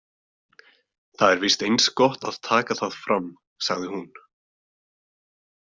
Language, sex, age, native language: Icelandic, male, 20-29, Icelandic